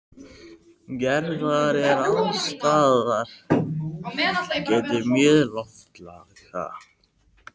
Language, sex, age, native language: Icelandic, male, 13, Icelandic